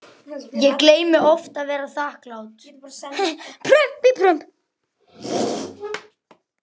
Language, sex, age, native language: Icelandic, male, 11, Icelandic